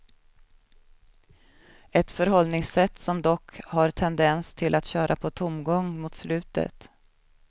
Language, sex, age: Swedish, female, 37